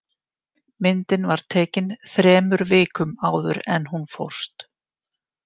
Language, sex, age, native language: Icelandic, female, 50-59, Icelandic